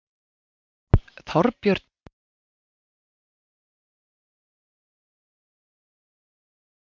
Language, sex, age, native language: Icelandic, female, 40-49, Icelandic